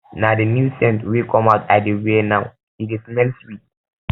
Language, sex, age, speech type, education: Nigerian Pidgin, male, 15-29, spontaneous, tertiary